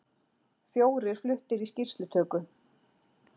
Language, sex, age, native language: Icelandic, female, 40-49, Icelandic